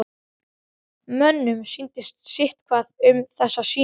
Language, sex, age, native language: Icelandic, male, 12, Icelandic